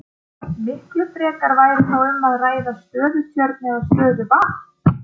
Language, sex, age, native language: Icelandic, female, 30-39, Icelandic